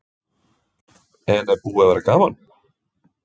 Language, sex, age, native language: Icelandic, male, 20-29, Icelandic